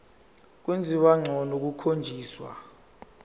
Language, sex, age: Zulu, male, 17